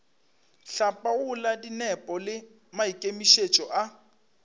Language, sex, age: Northern Sotho, male, 25